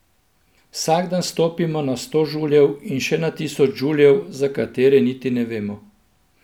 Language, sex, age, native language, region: Slovenian, male, 50-59, Slovenian, Central Slovenia